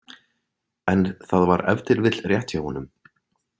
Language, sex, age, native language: Icelandic, male, 20-29, Icelandic